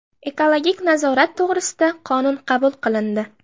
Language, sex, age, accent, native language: Uzbek, female, 12-17, Namangan, Uzbek